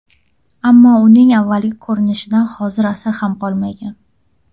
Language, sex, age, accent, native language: Uzbek, female, 19-29, Farg'ona, Uzbek